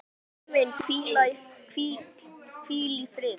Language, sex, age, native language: Icelandic, male, 9, Icelandic